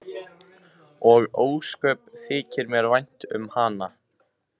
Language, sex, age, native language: Icelandic, male, 15, Icelandic